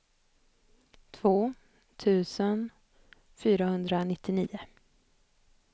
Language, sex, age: Swedish, female, 25